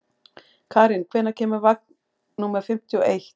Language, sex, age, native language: Icelandic, female, 40-49, Icelandic